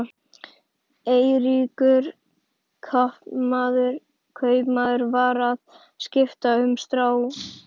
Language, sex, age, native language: Icelandic, male, 11, Icelandic